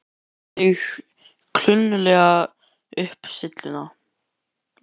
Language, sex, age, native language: Icelandic, male, 11, Icelandic